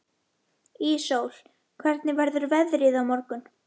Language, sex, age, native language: Icelandic, female, 11, Icelandic